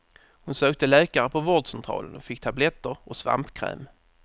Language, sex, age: Swedish, male, 30